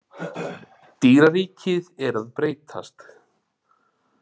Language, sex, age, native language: Icelandic, male, 40-49, Icelandic